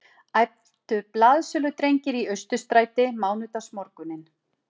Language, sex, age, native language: Icelandic, female, 40-49, Icelandic